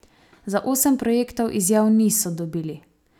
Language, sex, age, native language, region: Slovenian, female, 18-29, Slovenian, Savinja region